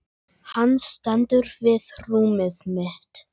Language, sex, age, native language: Icelandic, male, 10, Icelandic